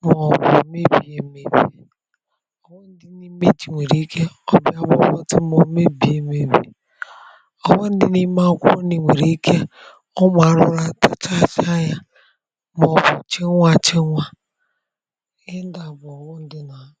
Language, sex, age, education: Igbo, female, 30-45, tertiary